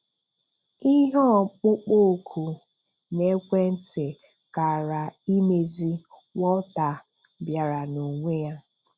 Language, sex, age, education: Igbo, female, 30-45, tertiary